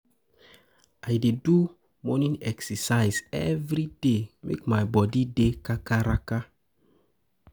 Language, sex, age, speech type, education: Nigerian Pidgin, male, 15-29, spontaneous, tertiary